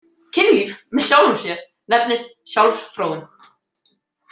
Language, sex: Icelandic, male